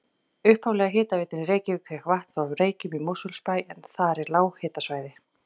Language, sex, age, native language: Icelandic, female, 40-49, Icelandic